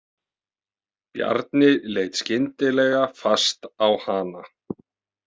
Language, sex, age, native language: Icelandic, male, 30-39, Icelandic